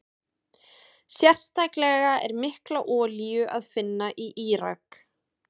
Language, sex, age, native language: Icelandic, female, 20-29, Icelandic